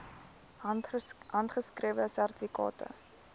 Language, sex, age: Afrikaans, female, 19